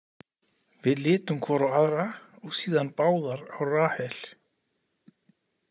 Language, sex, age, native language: Icelandic, male, 40-49, Icelandic